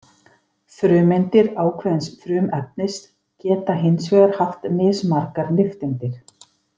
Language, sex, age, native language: Icelandic, female, 50-59, Icelandic